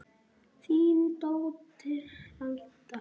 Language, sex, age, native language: Icelandic, male, 9, Icelandic